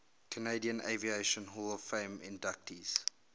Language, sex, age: English, male, 22